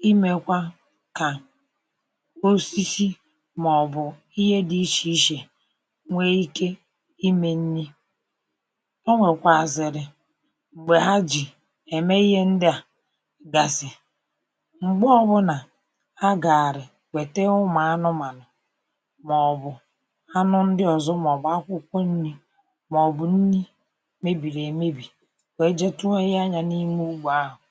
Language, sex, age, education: Igbo, male, 60+, tertiary